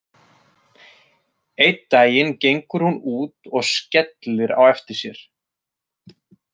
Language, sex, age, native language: Icelandic, male, 30-39, Icelandic